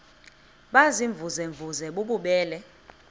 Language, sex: Xhosa, female